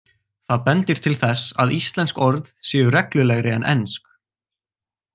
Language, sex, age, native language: Icelandic, male, 18-19, Icelandic